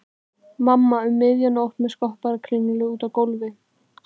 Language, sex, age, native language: Icelandic, female, 12, Icelandic